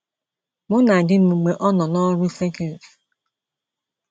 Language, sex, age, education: Igbo, female, 30-45, secondary